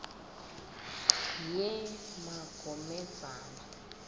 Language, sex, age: South Ndebele, female, 20